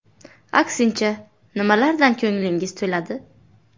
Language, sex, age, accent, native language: Uzbek, female, 18-24, Buxoro, Uzbek